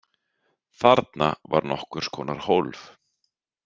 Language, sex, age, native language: Icelandic, male, 30-39, Icelandic